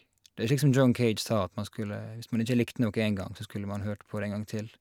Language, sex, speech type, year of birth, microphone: Norwegian, male, spontaneous, 1986, Shure